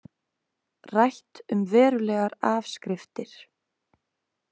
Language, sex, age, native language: Icelandic, female, 20-29, Icelandic